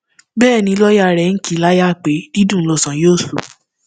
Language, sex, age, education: Yoruba, female, 15-29, tertiary